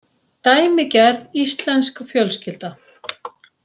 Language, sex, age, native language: Icelandic, female, 60-69, Icelandic